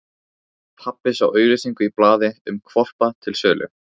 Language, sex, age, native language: Icelandic, male, 15, Icelandic